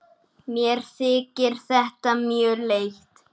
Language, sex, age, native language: Icelandic, male, 9, Icelandic